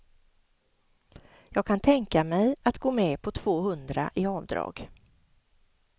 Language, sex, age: Swedish, female, 50